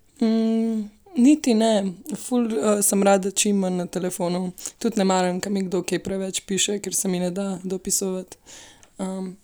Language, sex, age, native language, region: Slovenian, female, 18-29, Slovenian, Central Slovenia